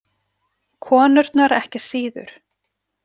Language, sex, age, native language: Icelandic, female, 40-49, Icelandic